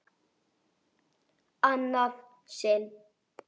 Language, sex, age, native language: Icelandic, male, 8, Icelandic